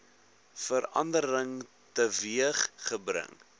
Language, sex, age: Afrikaans, male, 21